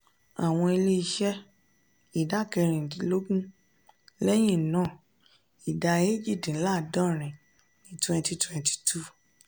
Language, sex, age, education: Yoruba, female, 30-45, tertiary